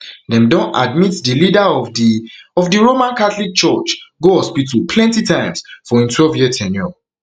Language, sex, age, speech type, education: Nigerian Pidgin, male, 15-29, spontaneous, tertiary